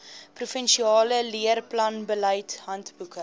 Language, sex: Afrikaans, female